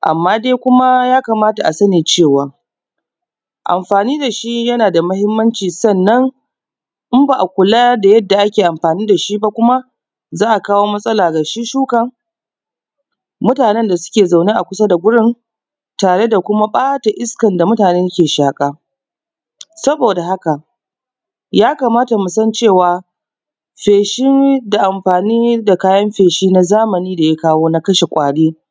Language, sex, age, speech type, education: Hausa, female, 30-45, spontaneous, tertiary